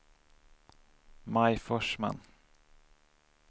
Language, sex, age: Swedish, male, 27